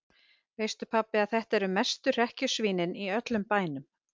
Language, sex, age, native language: Icelandic, female, 50-59, Icelandic